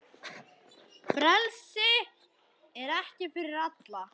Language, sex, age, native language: Icelandic, male, 10, Icelandic